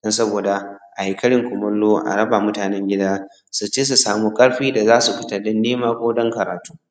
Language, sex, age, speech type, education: Hausa, male, 15-29, spontaneous, tertiary